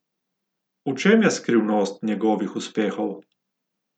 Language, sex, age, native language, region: Slovenian, male, 50-59, Slovenian, Gorica region